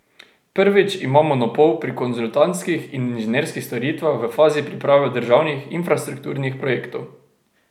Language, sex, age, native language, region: Slovenian, male, 18-29, Slovenian, Drava region